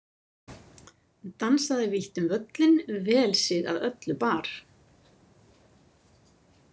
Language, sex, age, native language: Icelandic, female, 50-59, Icelandic